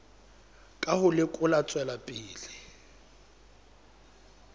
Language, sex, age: Southern Sotho, male, 23